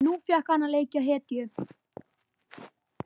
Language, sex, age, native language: Icelandic, male, 11, Icelandic